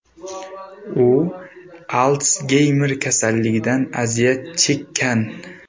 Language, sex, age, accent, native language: Uzbek, male, 18-24, Surxondaryo, Uzbek